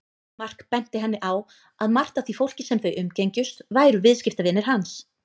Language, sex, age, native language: Icelandic, female, 30-39, Icelandic